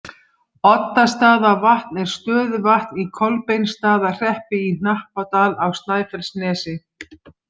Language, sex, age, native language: Icelandic, female, 50-59, Icelandic